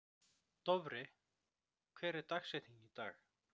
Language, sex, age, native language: Icelandic, male, 30-39, Icelandic